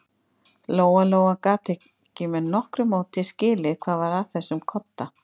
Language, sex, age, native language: Icelandic, female, 50-59, Icelandic